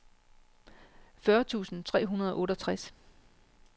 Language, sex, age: Danish, female, 36